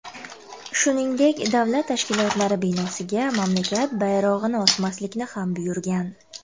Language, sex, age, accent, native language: Uzbek, female, 19-29, Toshkent viloyati, Uzbek